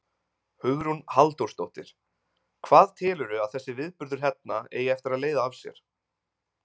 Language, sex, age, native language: Icelandic, male, 20-29, Icelandic